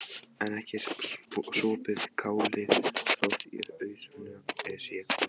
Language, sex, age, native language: Icelandic, male, 14, Icelandic